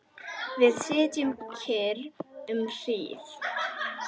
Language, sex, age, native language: Icelandic, female, 10, Icelandic